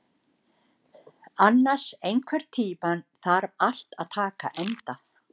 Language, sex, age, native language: Icelandic, female, 60-69, Icelandic